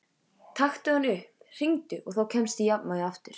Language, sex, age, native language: Icelandic, female, 14, Icelandic